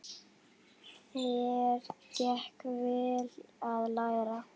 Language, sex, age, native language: Icelandic, female, 9, Icelandic